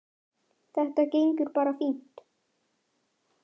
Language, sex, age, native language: Icelandic, male, 9, Icelandic